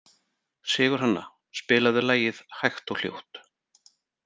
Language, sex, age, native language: Icelandic, male, 40-49, Icelandic